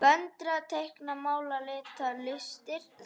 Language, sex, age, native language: Icelandic, female, 5, Icelandic